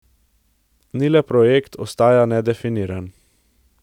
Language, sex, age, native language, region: Slovenian, male, 18-29, Slovenian, Central Slovenia